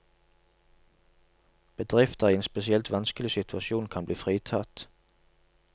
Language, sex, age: Norwegian, male, 27